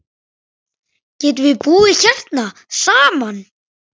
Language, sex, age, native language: Icelandic, male, 10, Icelandic